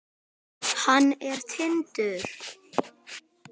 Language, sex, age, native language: Icelandic, male, 10, Icelandic